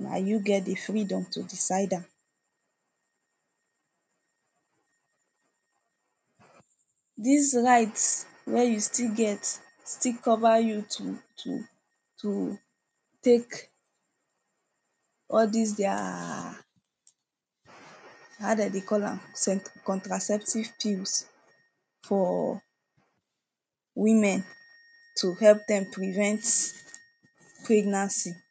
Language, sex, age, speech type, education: Nigerian Pidgin, female, 15-29, spontaneous, tertiary